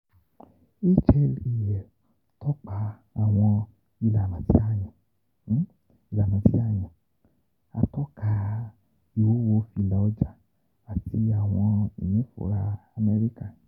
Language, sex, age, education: Yoruba, male, 15-29, tertiary